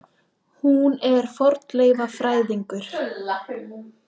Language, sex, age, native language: Icelandic, female, 20-29, Icelandic